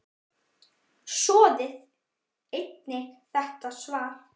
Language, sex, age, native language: Icelandic, male, 9, Icelandic